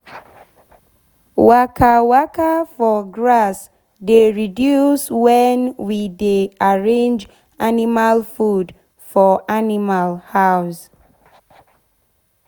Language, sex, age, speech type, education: Nigerian Pidgin, female, 15-29, spontaneous, tertiary